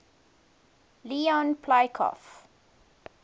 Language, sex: English, female